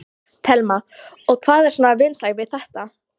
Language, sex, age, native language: Icelandic, female, 14, Polish